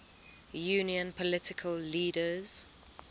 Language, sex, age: English, female, 20